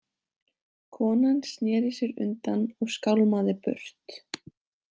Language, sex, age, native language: Icelandic, female, 18-19, Icelandic